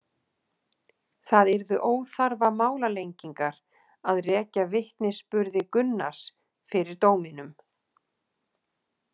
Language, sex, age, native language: Icelandic, female, 40-49, Icelandic